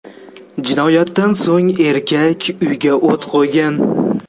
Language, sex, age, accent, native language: Uzbek, male, 18-24, Jizzax, Uzbek